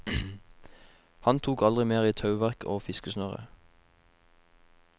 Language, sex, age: Norwegian, male, 21